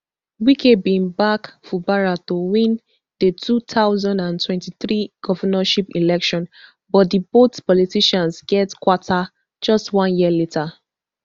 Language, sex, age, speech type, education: Nigerian Pidgin, female, 15-29, spontaneous, tertiary